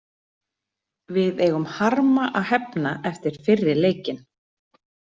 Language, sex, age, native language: Icelandic, female, 40-49, Icelandic